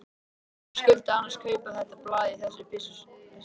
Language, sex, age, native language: Icelandic, male, 13, Icelandic